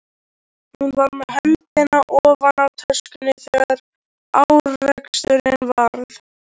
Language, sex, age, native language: Icelandic, male, 13, Icelandic